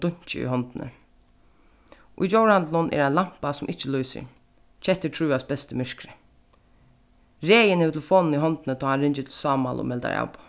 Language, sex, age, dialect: Faroese, female, 15-35, Suðurstreymoy